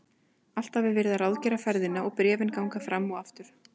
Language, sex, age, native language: Icelandic, female, 20-29, Icelandic